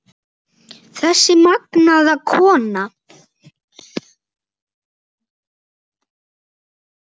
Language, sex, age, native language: Icelandic, male, 8, Icelandic